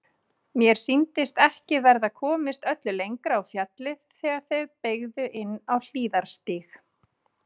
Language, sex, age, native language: Icelandic, female, 30-39, Icelandic